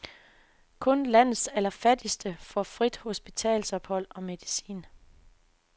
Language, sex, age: Danish, female, 24